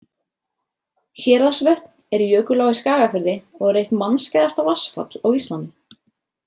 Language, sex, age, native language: Icelandic, female, 30-39, Icelandic